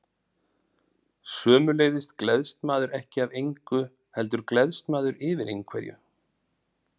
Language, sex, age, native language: Icelandic, male, 40-49, Icelandic